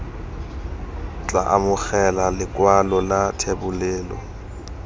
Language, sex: Tswana, male